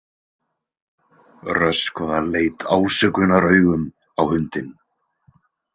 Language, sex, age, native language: Icelandic, male, 20-29, Icelandic